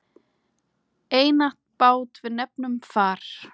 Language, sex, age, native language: Icelandic, male, 8, Icelandic